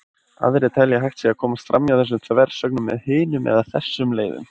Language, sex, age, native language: Icelandic, male, 20-29, Icelandic